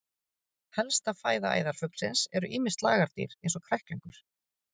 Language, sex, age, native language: Icelandic, female, 40-49, Icelandic